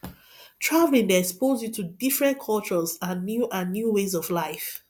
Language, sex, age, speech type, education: Nigerian Pidgin, female, 30-45, spontaneous, tertiary